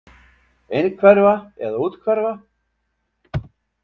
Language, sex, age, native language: Icelandic, male, 70-79, Icelandic